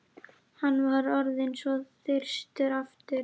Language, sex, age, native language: Icelandic, female, 11, Icelandic